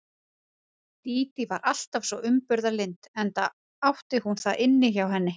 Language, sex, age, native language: Icelandic, female, 30-39, Icelandic